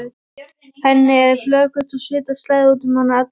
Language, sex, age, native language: Icelandic, female, 12, Icelandic